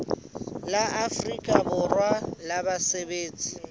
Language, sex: Southern Sotho, female